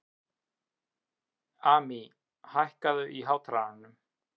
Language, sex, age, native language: Icelandic, male, 30-39, Icelandic